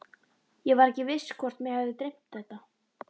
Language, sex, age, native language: Icelandic, female, 12, Icelandic